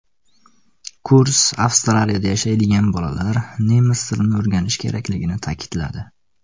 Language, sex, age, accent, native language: Uzbek, male, 19-29, Namangan, Uzbek